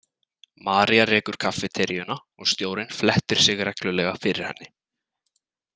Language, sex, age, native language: Icelandic, male, 20-29, Icelandic